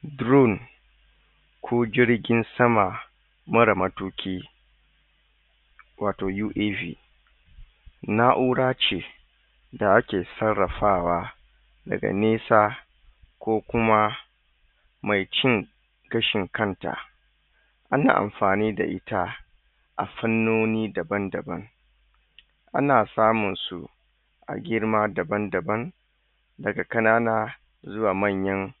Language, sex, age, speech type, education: Hausa, male, 30-45, spontaneous, tertiary